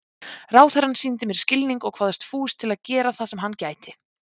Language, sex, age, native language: Icelandic, female, 20-29, Icelandic